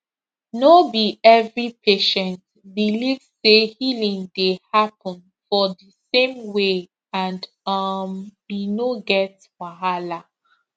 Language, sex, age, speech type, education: Nigerian Pidgin, female, 15-29, spontaneous, tertiary